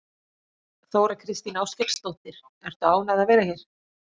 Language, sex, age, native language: Icelandic, female, 40-49, Icelandic